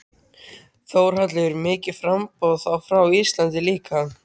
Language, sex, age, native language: Icelandic, male, 13, Icelandic